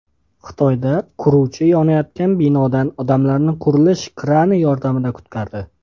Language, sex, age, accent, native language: Uzbek, male, 19-29, Xorazm, Uzbek